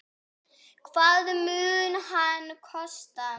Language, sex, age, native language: Icelandic, female, 8, Icelandic